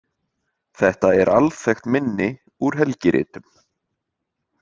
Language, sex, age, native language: Icelandic, male, 30-39, Icelandic